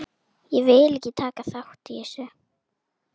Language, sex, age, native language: Icelandic, female, 9, Icelandic